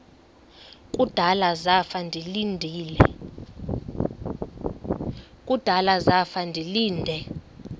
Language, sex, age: Xhosa, female, 23